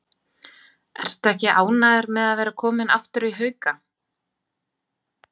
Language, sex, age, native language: Icelandic, female, 30-39, Icelandic